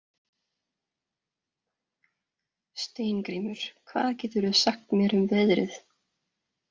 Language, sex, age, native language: Icelandic, female, 30-39, Danish